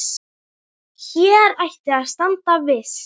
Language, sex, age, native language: Icelandic, female, 9, Icelandic